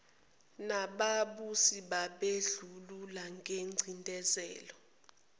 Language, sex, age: Zulu, female, 29